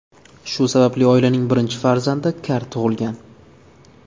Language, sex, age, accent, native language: Uzbek, male, 19-29, Toshkent viloyati, Uzbek